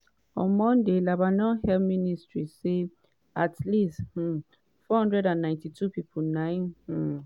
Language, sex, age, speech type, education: Nigerian Pidgin, female, 30-45, spontaneous, tertiary